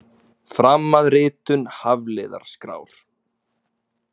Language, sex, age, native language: Icelandic, male, 20-29, Icelandic